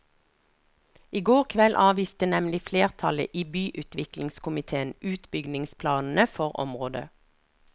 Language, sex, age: Norwegian, female, 49